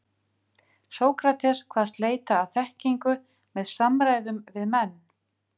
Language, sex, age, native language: Icelandic, female, 50-59, Icelandic